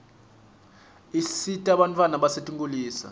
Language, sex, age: Swati, male, 25